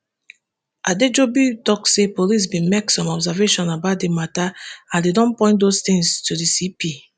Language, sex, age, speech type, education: Nigerian Pidgin, female, 15-29, spontaneous, tertiary